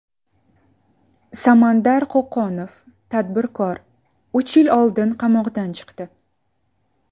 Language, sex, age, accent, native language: Uzbek, female, 19-29, Samarqand, Uzbek